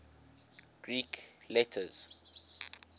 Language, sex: English, male